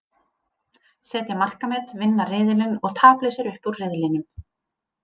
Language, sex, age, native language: Icelandic, female, 30-39, Icelandic